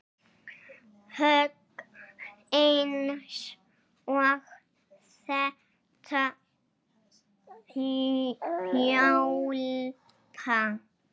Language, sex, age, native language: Icelandic, female, 7, Icelandic